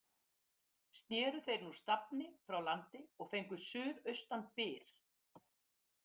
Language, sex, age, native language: Icelandic, female, 50-59, Icelandic